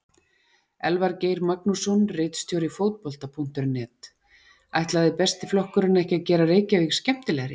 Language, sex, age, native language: Icelandic, female, 40-49, Icelandic